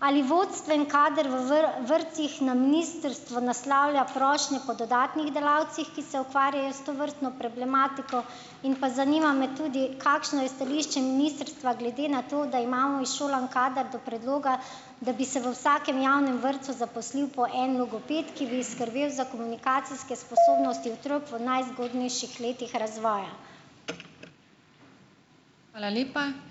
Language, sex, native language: Slovenian, female, Slovenian